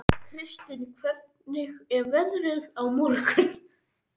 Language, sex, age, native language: Icelandic, male, 13, Icelandic